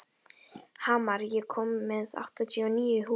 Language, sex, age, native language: Icelandic, female, 11, Icelandic